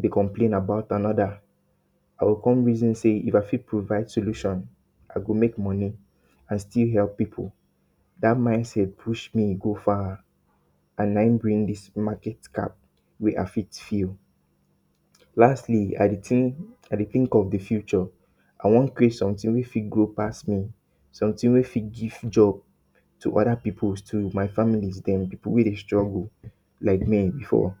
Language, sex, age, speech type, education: Nigerian Pidgin, male, 30-45, spontaneous, tertiary